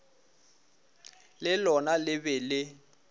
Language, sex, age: Northern Sotho, male, 24